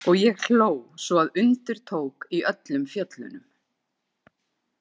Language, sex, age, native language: Icelandic, female, 50-59, Icelandic